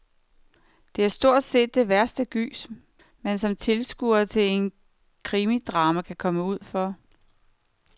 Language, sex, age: Danish, female, 49